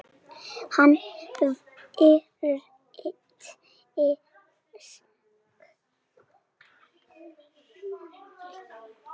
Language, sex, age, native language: Icelandic, male, 6, Icelandic